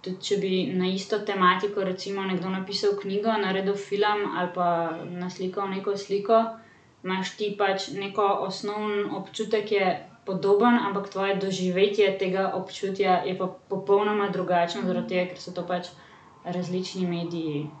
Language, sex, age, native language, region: Slovenian, female, 18-29, Slovenian, Central Slovenia